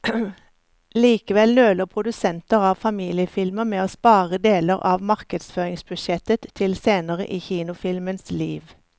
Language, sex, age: Norwegian, female, 54